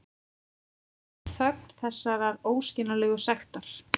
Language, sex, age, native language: Icelandic, female, 40-49, Icelandic